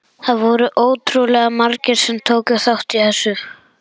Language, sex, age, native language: Icelandic, male, 11, Icelandic